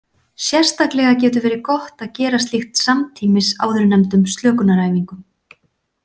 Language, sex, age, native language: Icelandic, female, 40-49, Icelandic